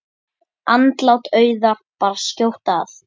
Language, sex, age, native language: Icelandic, male, 10, Icelandic